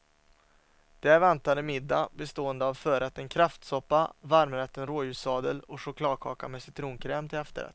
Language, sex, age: Swedish, male, 27